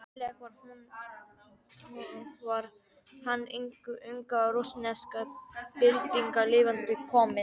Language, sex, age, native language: Icelandic, female, 12, Icelandic